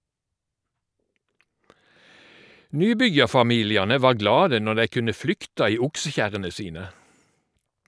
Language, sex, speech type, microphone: Norwegian, male, read, Shure